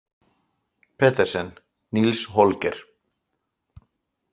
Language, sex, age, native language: Icelandic, male, 60-69, Icelandic